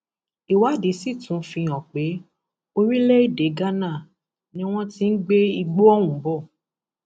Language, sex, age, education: Yoruba, female, 15-29, tertiary